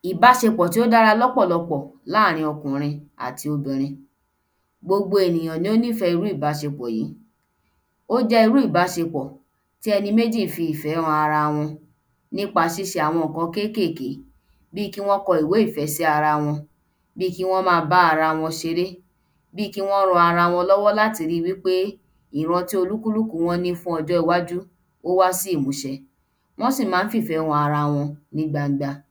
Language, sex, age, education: Yoruba, female, 15-29, tertiary